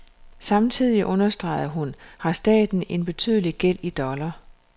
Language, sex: Danish, female